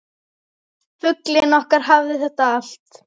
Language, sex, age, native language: Icelandic, female, 10, Icelandic